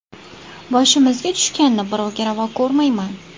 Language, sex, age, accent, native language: Uzbek, female, 19-29, Farg'ona, Uzbek